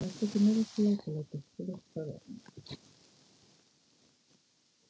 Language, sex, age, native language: Icelandic, female, 50-59, Icelandic